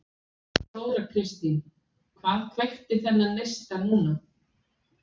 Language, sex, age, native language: Icelandic, female, 40-49, Icelandic